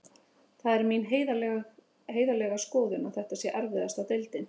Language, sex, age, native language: Icelandic, female, 30-39, Icelandic